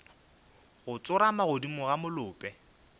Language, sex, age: Northern Sotho, male, 24